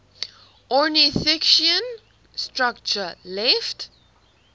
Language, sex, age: English, female, 18